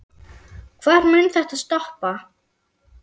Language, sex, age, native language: Icelandic, female, 10, German